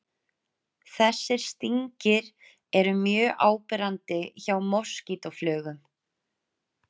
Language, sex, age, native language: Icelandic, female, 30-39, Icelandic